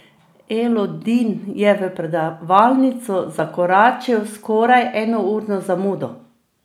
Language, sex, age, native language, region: Slovenian, female, 50-59, Slovenian, Drava region